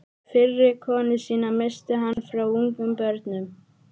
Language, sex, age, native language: Icelandic, female, 12, Icelandic